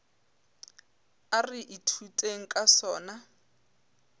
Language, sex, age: Northern Sotho, female, 22